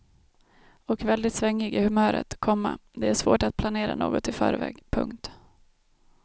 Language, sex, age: Swedish, female, 32